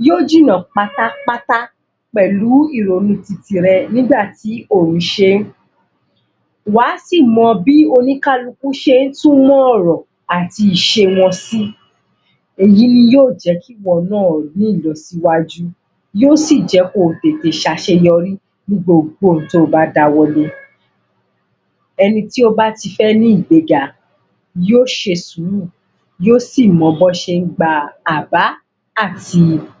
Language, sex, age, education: Yoruba, female, 15-29, tertiary